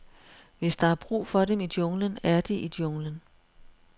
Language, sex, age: Danish, female, 42